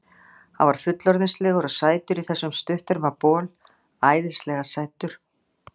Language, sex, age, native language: Icelandic, female, 60-69, Icelandic